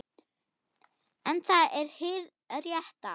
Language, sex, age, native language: Icelandic, female, 8, German